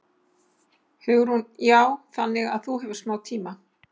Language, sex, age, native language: Icelandic, female, 60-69, Icelandic